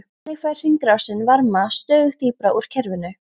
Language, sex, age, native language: Icelandic, female, 14, Icelandic